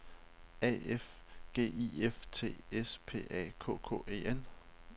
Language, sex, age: Danish, male, 31